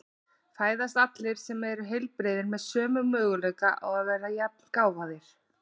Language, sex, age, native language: Icelandic, female, 40-49, Icelandic